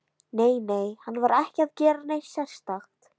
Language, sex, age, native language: Icelandic, female, 13, Icelandic